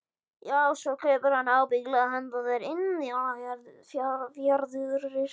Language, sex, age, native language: Icelandic, male, 14, Icelandic